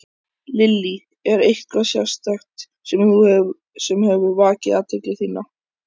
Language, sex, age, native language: Icelandic, male, 14, Icelandic